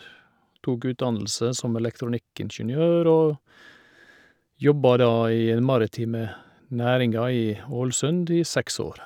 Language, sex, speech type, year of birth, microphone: Norwegian, male, spontaneous, 1961, Shure